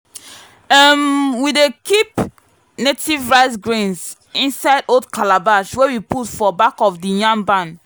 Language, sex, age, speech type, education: Nigerian Pidgin, female, 15-29, spontaneous, tertiary